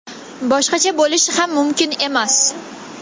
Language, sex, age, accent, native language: Uzbek, female, 19-29, Toshkent viloyati, Kazakh